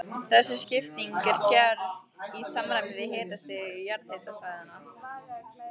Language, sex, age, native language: Icelandic, female, 15, Icelandic